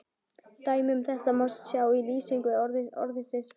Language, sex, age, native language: Icelandic, female, 12, Icelandic